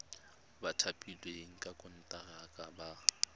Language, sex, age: Tswana, male, 21